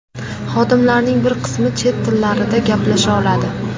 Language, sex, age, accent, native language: Uzbek, female, 18-24, Jizzax, Uzbek